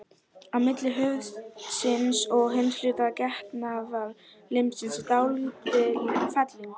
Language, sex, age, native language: Icelandic, female, 12, Icelandic